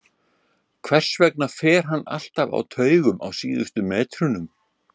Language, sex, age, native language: Icelandic, male, 60-69, Icelandic